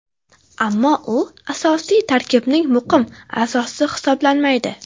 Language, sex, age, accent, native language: Uzbek, female, 12-17, Farg'ona, Uzbek